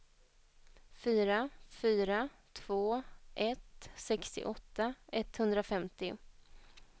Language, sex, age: Swedish, female, 21